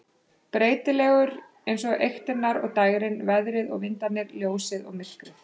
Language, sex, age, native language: Icelandic, female, 30-39, Icelandic